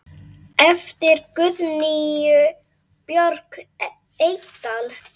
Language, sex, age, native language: Icelandic, male, 8, Icelandic